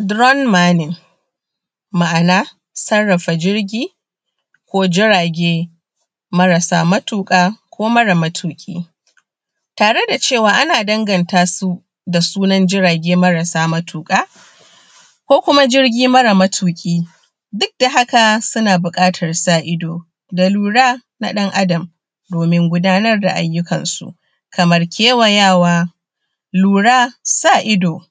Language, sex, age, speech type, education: Hausa, female, 30-45, spontaneous, primary